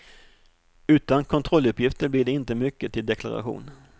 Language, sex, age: Swedish, male, 38